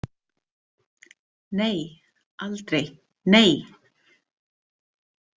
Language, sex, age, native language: Icelandic, female, 30-39, Icelandic